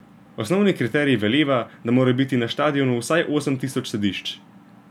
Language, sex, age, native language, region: Slovenian, male, 18-29, Slovenian, Gorenjska region